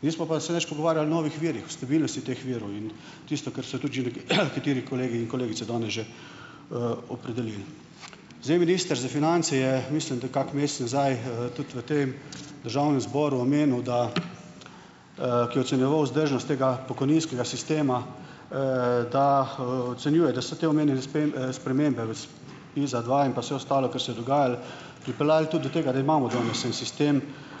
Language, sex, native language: Slovenian, male, Slovenian